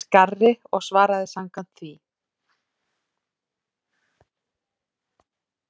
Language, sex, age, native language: Icelandic, female, 40-49, Icelandic